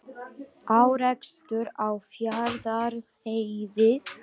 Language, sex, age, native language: Icelandic, other, 18-19, Icelandic